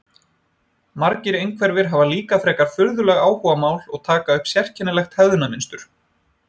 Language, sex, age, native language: Icelandic, male, 20-29, Icelandic